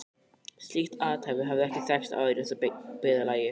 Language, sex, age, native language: Icelandic, male, 12, Icelandic